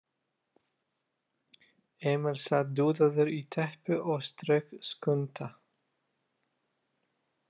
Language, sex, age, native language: Icelandic, male, 30-39, Lithuanian